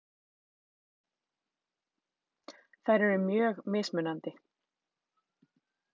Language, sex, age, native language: Icelandic, female, 30-39, Icelandic